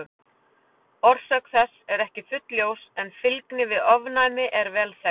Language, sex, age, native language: Icelandic, female, 40-49, Icelandic